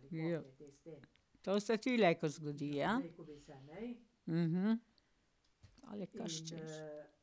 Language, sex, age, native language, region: Slovenian, female, 60+, Slovenian, Pomurje region